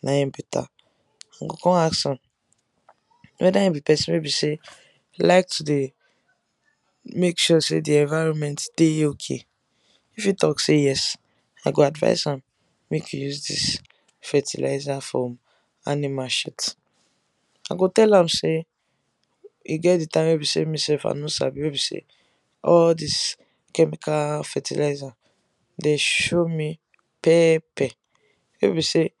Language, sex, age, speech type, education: Nigerian Pidgin, female, 15-29, spontaneous, tertiary